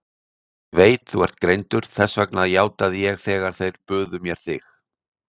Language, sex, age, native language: Icelandic, male, 60-69, Icelandic